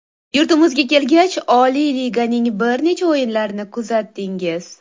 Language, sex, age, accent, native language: Uzbek, female, 19-29, Toshkent shahri, Uzbek